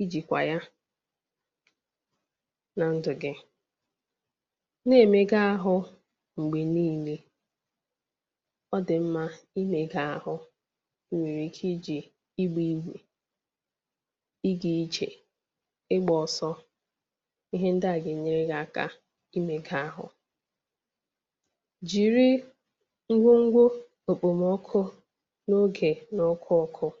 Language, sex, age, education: Igbo, female, 15-29, tertiary